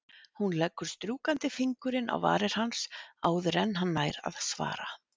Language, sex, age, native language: Icelandic, female, 50-59, Icelandic